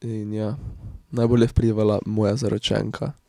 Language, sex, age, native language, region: Slovenian, male, 18-29, Slovenian, Drava region